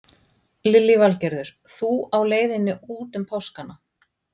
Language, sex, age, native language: Icelandic, female, 40-49, Icelandic